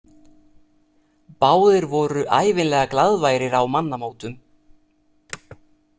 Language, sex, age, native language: Icelandic, male, 30-39, Italian